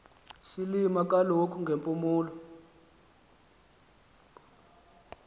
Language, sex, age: Xhosa, male, 19